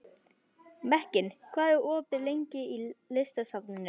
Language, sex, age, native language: Icelandic, female, 11, Icelandic